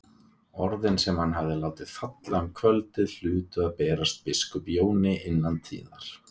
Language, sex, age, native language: Icelandic, male, 20-29, Icelandic